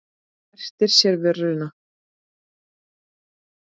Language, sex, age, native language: Icelandic, female, 8, Icelandic